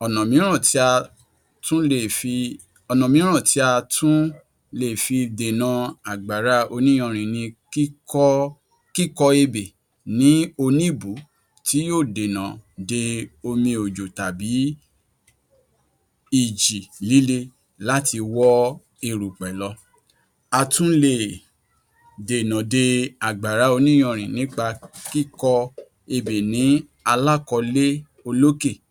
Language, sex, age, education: Yoruba, male, 46-60, tertiary